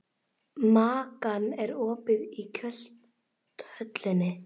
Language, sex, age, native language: Icelandic, female, 11, Icelandic